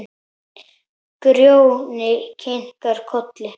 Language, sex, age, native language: Icelandic, male, 10, Icelandic